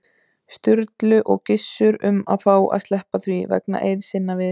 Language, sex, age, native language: Icelandic, female, 30-39, Icelandic